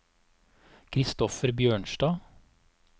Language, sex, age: Norwegian, male, 34